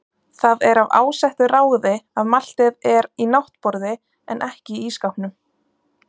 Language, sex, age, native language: Icelandic, female, 20-29, Icelandic